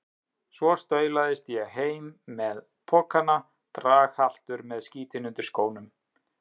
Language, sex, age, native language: Icelandic, male, 30-39, Icelandic